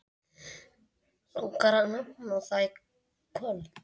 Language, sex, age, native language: Icelandic, male, 7, Icelandic